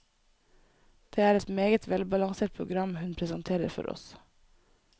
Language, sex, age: Norwegian, female, 24